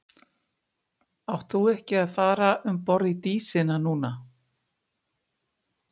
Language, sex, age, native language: Icelandic, female, 50-59, Icelandic